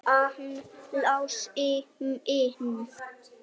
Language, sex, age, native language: Icelandic, male, 9, Icelandic